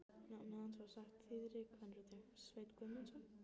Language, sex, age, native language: Icelandic, female, 15, Icelandic